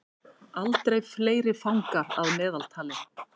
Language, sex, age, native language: Icelandic, female, 50-59, Icelandic